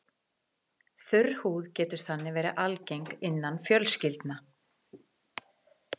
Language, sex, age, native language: Icelandic, female, 40-49, Icelandic